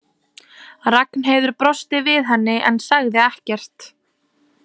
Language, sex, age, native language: Icelandic, female, 20-29, Icelandic